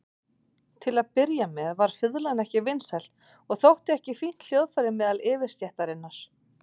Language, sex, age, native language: Icelandic, female, 40-49, Icelandic